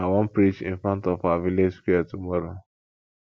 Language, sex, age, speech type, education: Nigerian Pidgin, male, 15-29, spontaneous, tertiary